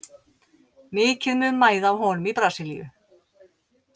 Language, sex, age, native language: Icelandic, female, 40-49, Icelandic